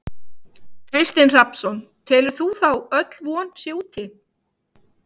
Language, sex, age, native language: Icelandic, female, 50-59, Icelandic